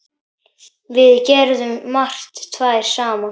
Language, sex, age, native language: Icelandic, male, 10, Icelandic